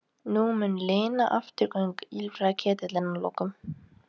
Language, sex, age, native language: Icelandic, female, 18-19, Icelandic